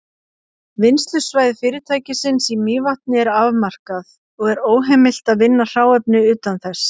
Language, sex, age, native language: Icelandic, female, 50-59, Icelandic